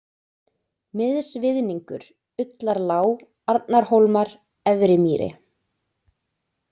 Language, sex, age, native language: Icelandic, female, 20-29, Icelandic